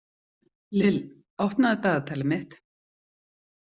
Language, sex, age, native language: Icelandic, female, 40-49, Icelandic